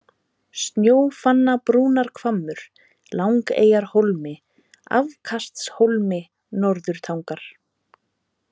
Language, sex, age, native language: Icelandic, female, 30-39, Icelandic